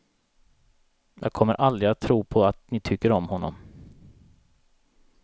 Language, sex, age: Swedish, male, 37